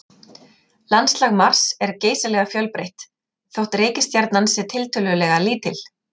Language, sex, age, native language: Icelandic, female, 40-49, Icelandic